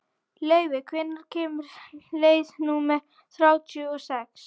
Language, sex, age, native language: Icelandic, female, 40-49, Icelandic